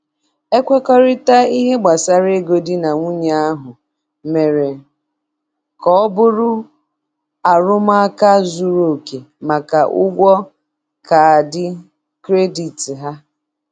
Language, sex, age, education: Igbo, female, 30-45, tertiary